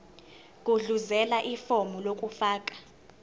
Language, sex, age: Zulu, female, 19